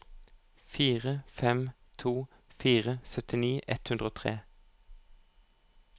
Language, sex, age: Norwegian, male, 25